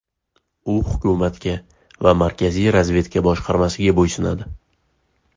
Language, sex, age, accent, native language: Uzbek, male, 18-24, Farg'ona, Uzbek